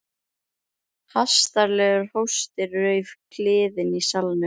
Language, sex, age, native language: Icelandic, female, 11, Icelandic